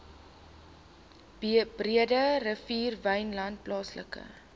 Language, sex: Afrikaans, female